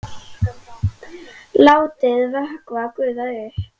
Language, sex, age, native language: Icelandic, female, 10, Icelandic